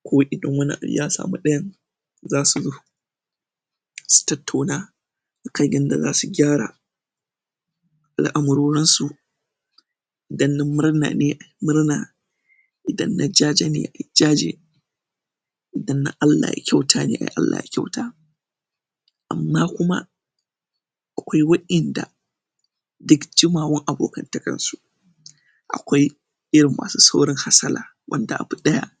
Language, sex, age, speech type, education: Hausa, male, 15-29, spontaneous, tertiary